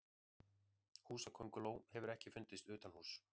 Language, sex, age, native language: Icelandic, male, 40-49, Icelandic